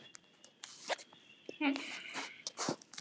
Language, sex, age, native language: Icelandic, male, 11, Icelandic